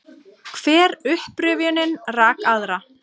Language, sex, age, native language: Icelandic, female, 30-39, Icelandic